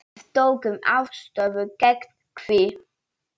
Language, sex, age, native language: Icelandic, female, 9, Polish